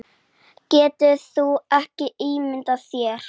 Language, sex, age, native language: Icelandic, female, 8, Icelandic